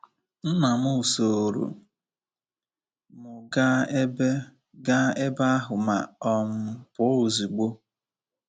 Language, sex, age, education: Igbo, male, 15-29, tertiary